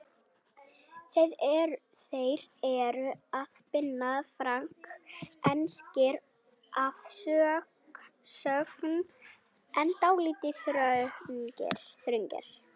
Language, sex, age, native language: Icelandic, female, 18-19, Icelandic